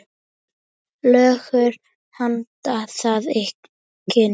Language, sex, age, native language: Icelandic, female, 7, Icelandic